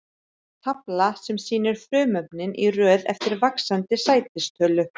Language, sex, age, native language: Icelandic, female, 30-39, Icelandic